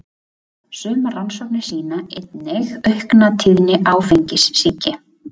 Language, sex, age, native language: Icelandic, female, 20-29, Icelandic